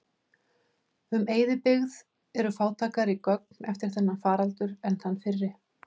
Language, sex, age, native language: Icelandic, female, 50-59, Icelandic